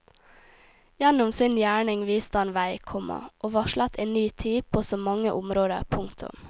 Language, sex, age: Norwegian, female, 18